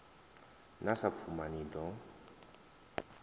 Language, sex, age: Venda, male, 23